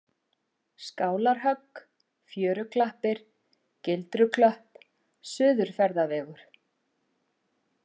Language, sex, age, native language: Icelandic, female, 50-59, Icelandic